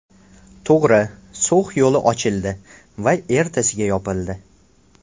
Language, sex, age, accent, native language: Uzbek, male, 18-24, Namangan, Uzbek